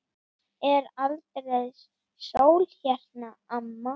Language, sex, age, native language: Icelandic, female, 8, Icelandic